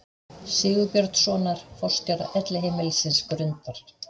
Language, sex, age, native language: Icelandic, female, 50-59, Icelandic